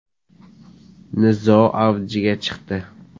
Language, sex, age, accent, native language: Uzbek, male, 18-24, Buxoro, Uzbek